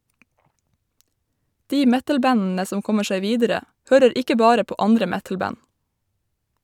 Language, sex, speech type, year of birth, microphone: Norwegian, female, read, 1990, Shure